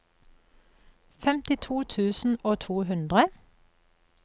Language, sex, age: Norwegian, female, 44